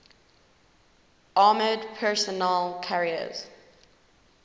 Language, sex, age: English, female, 19